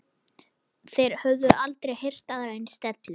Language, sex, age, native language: Icelandic, male, 11, Icelandic